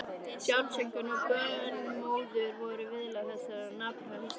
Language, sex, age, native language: Icelandic, female, 13, Icelandic